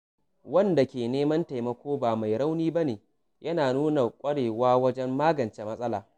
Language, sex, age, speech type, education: Hausa, male, 15-29, read, secondary